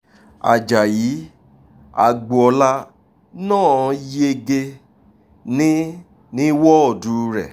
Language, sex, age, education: Yoruba, male, 30-45, tertiary